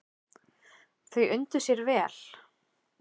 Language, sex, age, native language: Icelandic, female, 20-29, Icelandic